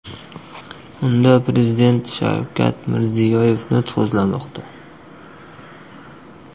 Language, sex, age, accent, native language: Uzbek, male, 25-34, Qashqadaryo, Uzbek